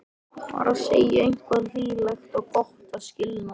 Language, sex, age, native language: Icelandic, male, 13, Icelandic